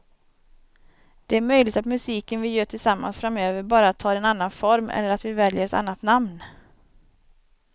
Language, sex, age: Swedish, female, 27